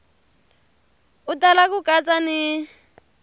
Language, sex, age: Tsonga, female, 22